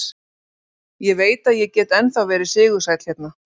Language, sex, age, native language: Icelandic, female, 40-49, Icelandic